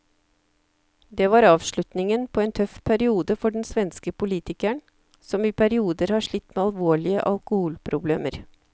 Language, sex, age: Norwegian, female, 54